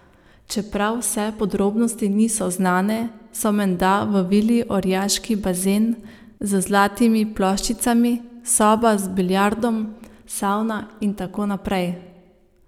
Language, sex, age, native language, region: Slovenian, female, 30-49, Slovenian, Savinja region